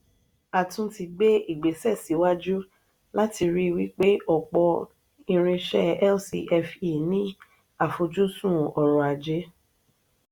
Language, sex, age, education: Yoruba, female, 30-45, tertiary